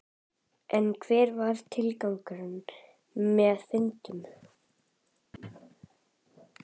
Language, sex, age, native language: Icelandic, female, 11, Icelandic